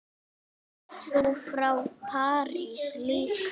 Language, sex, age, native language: Icelandic, female, 8, Icelandic